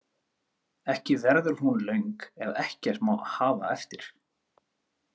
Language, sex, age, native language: Icelandic, male, 30-39, Icelandic